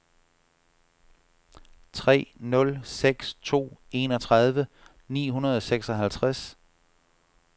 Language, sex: Danish, male